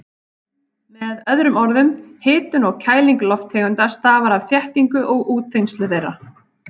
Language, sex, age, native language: Icelandic, female, 30-39, Icelandic